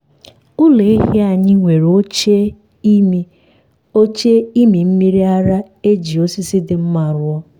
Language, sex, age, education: Igbo, female, 15-29, tertiary